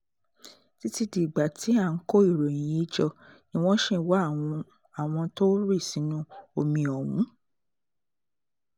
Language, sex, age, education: Yoruba, female, 30-45, tertiary